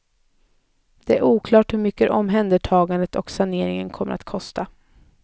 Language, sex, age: Swedish, female, 20